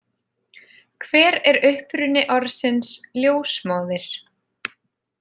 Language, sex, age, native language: Icelandic, female, 30-39, Icelandic